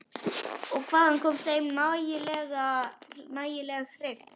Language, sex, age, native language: Icelandic, male, 11, Icelandic